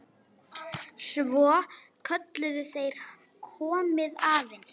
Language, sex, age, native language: Icelandic, male, 9, Icelandic